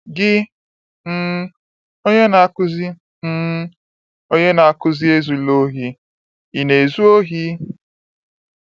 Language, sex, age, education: Igbo, male, 15-29, tertiary